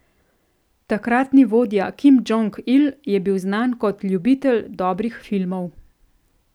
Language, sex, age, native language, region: Slovenian, female, 30-49, Slovenian, Central Slovenia